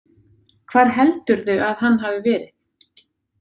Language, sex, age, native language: Icelandic, female, 30-39, Icelandic